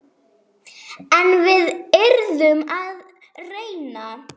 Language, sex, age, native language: Icelandic, male, 7, Icelandic